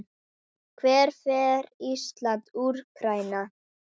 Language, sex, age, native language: Icelandic, female, 10, Icelandic